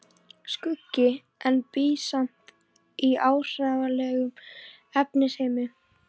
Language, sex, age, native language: Icelandic, female, 14, Icelandic